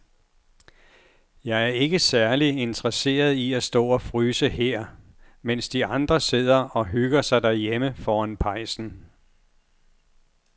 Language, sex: Danish, male